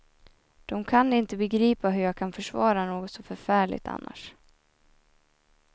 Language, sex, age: Swedish, female, 24